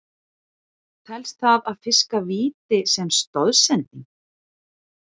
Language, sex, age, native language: Icelandic, female, 40-49, Icelandic